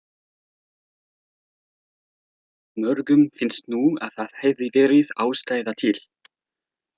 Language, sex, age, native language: Icelandic, male, 30-39, French